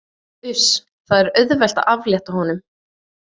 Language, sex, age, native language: Icelandic, female, 18-19, Icelandic